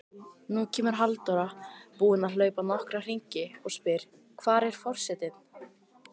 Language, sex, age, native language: Icelandic, female, 18-19, Icelandic